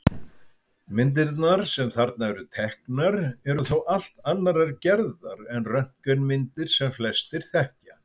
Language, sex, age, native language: Icelandic, male, 70-79, Icelandic